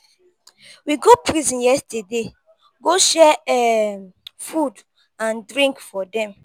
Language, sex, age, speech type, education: Nigerian Pidgin, female, 15-29, spontaneous, tertiary